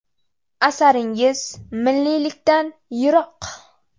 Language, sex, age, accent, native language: Uzbek, female, under 19, Navoiy, Uzbek